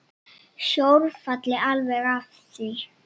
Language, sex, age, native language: Icelandic, female, 7, Icelandic